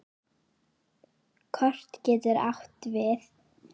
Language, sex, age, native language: Icelandic, female, 9, Icelandic